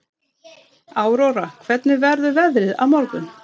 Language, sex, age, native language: Icelandic, female, 30-39, Swedish